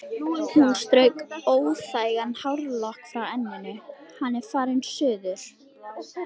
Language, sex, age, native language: Icelandic, female, 13, Icelandic